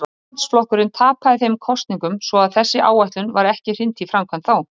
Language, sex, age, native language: Icelandic, male, 30-39, Icelandic